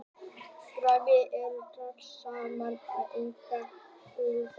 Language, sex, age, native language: Icelandic, female, 30-39, Icelandic